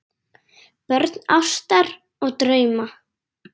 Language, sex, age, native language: Icelandic, female, 10, Icelandic